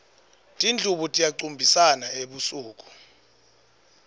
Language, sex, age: Swati, male, 21